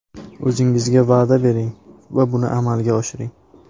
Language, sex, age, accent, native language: Uzbek, male, 18-24, Surxondaryo, Uzbek